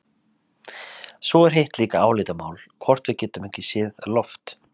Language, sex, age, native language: Icelandic, male, 30-39, Icelandic